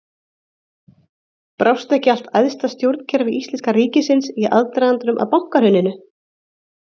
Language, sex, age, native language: Icelandic, female, 30-39, Icelandic